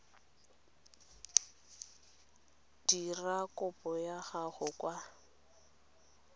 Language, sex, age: Tswana, female, 23